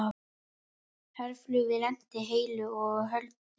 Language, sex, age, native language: Icelandic, female, 18-19, Icelandic